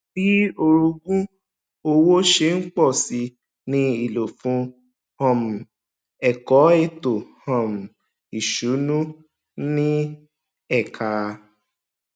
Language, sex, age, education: Yoruba, male, 15-29, tertiary